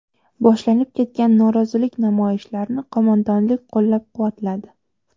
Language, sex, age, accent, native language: Uzbek, female, 12-17, Toshkent shahri, Uzbek